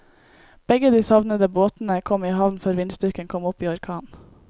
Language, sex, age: Norwegian, female, 18